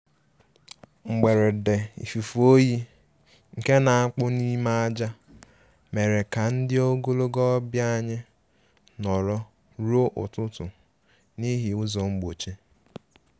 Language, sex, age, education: Igbo, male, 15-29, tertiary